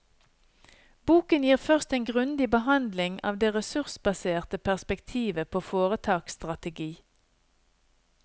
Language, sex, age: Norwegian, female, 50